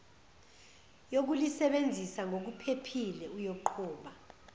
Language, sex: Zulu, female